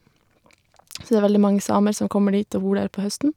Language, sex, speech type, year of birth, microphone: Norwegian, female, spontaneous, 1991, Shure